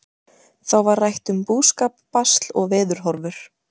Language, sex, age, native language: Icelandic, female, 20-29, Icelandic